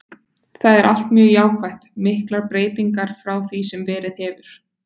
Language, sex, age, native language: Icelandic, female, 20-29, Icelandic